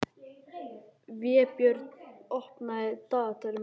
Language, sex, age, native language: Icelandic, male, 11, Icelandic